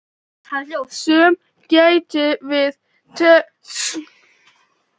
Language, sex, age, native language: Icelandic, female, 11, Icelandic